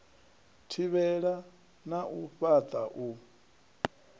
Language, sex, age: Venda, male, 39